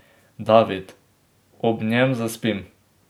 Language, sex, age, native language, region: Slovenian, male, 18-29, Slovenian, Drava region